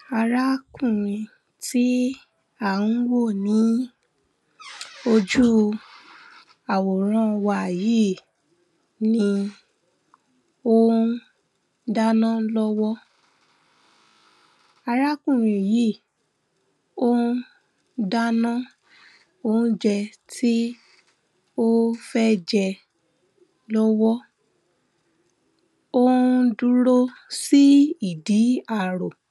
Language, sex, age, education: Yoruba, female, 15-29, primary